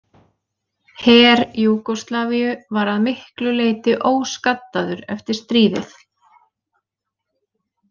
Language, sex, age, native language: Icelandic, female, 30-39, Icelandic